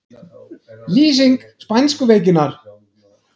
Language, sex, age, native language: Icelandic, male, 30-39, Icelandic